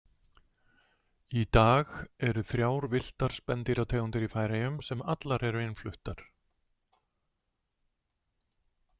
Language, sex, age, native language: Icelandic, male, 60-69, Icelandic